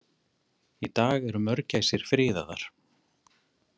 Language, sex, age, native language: Icelandic, male, 30-39, Icelandic